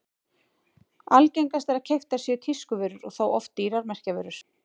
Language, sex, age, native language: Icelandic, female, 18-19, Icelandic